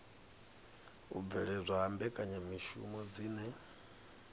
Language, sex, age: Venda, male, 39